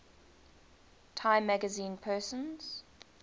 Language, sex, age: English, female, 20